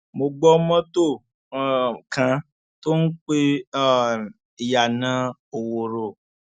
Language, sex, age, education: Yoruba, male, 30-45, tertiary